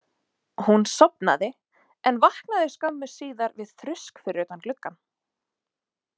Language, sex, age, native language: Icelandic, female, 20-29, Icelandic